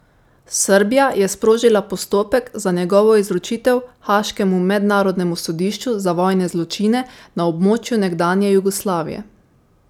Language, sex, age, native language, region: Slovenian, female, 18-29, Slovenian, Savinja region